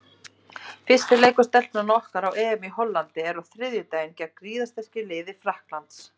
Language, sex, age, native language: Icelandic, female, 30-39, Icelandic